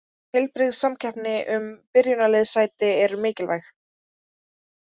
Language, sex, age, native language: Icelandic, female, 20-29, Icelandic